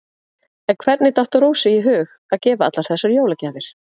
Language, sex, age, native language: Icelandic, female, 30-39, Icelandic